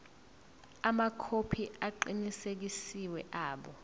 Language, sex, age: Zulu, female, 24